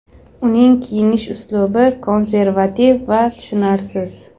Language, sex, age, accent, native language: Uzbek, female, 18-24, Surxondaryo, Uzbek